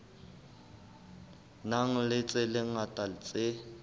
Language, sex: Southern Sotho, male